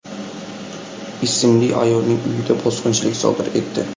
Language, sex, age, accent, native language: Uzbek, male, 12-17, Buxoro, Uzbek